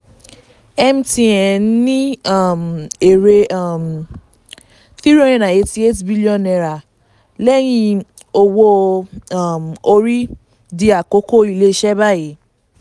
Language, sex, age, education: Yoruba, female, 15-29, tertiary